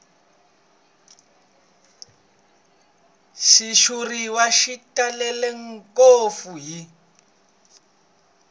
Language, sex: Tsonga, male